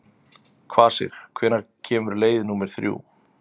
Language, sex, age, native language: Icelandic, male, 30-39, Icelandic